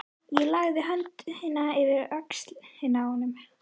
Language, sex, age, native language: Icelandic, female, 11, Icelandic